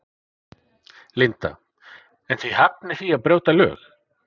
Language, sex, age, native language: Icelandic, male, 40-49, Icelandic